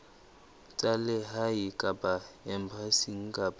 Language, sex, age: Southern Sotho, male, 20